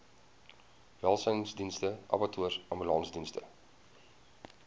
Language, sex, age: Afrikaans, male, 20